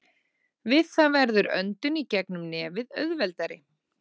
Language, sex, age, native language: Icelandic, female, 30-39, Icelandic